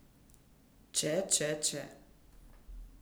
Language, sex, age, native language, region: Slovenian, female, 50-59, Slovenian, Central Slovenia